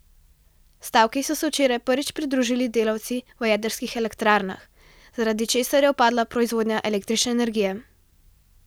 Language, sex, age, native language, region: Slovenian, female, 12-17, Slovenian, Central Slovenia